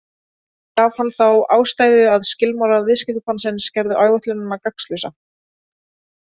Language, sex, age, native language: Icelandic, female, 20-29, Icelandic